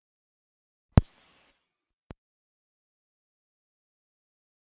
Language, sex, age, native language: Icelandic, female, 40-49, Icelandic